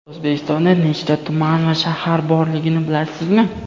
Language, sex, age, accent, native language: Uzbek, male, 18-24, Andijon, Uzbek